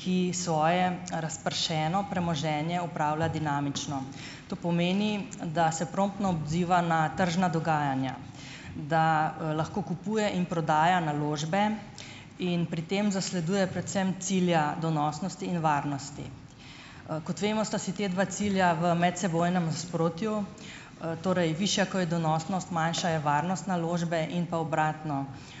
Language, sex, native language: Slovenian, female, Slovenian